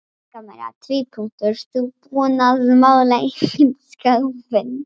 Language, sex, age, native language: Icelandic, female, 40-49, Icelandic